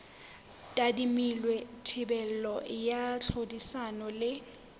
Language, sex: Southern Sotho, female